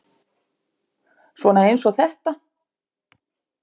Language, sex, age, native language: Icelandic, female, 50-59, Icelandic